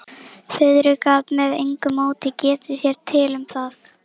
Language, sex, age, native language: Icelandic, female, 11, Icelandic